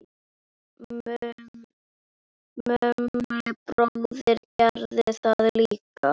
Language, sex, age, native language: Icelandic, female, 9, Icelandic